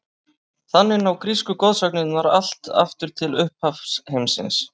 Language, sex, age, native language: Icelandic, male, 30-39, Icelandic